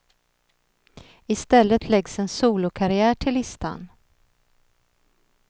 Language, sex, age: Swedish, female, 39